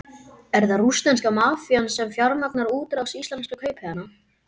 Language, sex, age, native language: Icelandic, male, 12, Icelandic